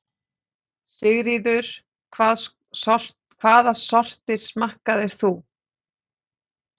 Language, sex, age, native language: Icelandic, female, 40-49, Icelandic